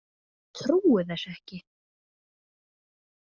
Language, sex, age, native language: Icelandic, female, 20-29, Icelandic